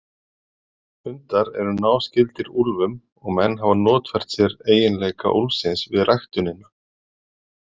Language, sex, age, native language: Icelandic, male, 40-49, Icelandic